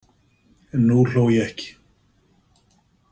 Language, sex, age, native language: Icelandic, male, 50-59, Icelandic